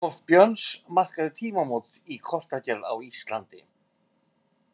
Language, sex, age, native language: Icelandic, male, 50-59, Icelandic